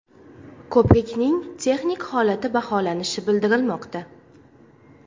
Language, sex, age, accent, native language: Uzbek, female, 19-29, Farg'ona, Uzbek